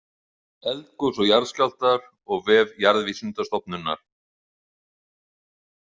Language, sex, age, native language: Icelandic, male, 50-59, Icelandic